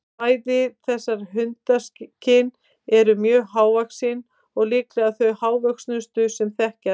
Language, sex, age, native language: Icelandic, female, 50-59, Icelandic